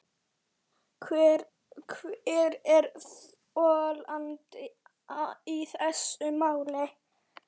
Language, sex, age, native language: Icelandic, female, 11, Icelandic